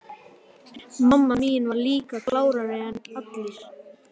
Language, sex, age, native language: Icelandic, male, 11, Icelandic